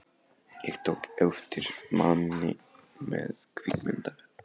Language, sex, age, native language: Icelandic, male, 15, Polish